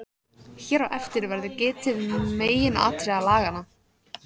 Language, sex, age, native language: Icelandic, female, 14, Icelandic